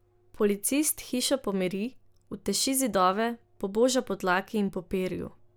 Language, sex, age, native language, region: Slovenian, female, 18-29, Slovenian, Drava region